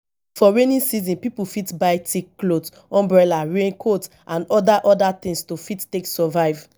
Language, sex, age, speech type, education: Nigerian Pidgin, female, 30-45, spontaneous, tertiary